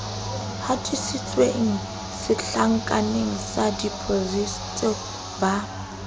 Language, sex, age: Southern Sotho, female, 22